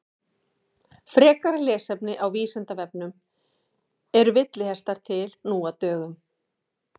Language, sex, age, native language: Icelandic, female, 40-49, Icelandic